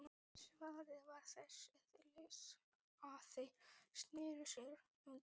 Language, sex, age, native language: Icelandic, male, 12, Icelandic